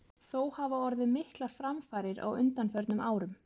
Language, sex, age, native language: Icelandic, female, 20-29, Icelandic